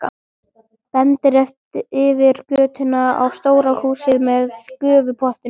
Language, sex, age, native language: Icelandic, male, 13, Icelandic